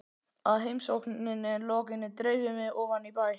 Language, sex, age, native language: Icelandic, male, 12, Icelandic